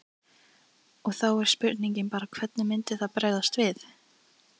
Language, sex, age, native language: Icelandic, female, 13, Icelandic